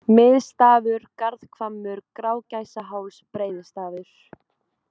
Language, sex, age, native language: Icelandic, female, 20-29, Icelandic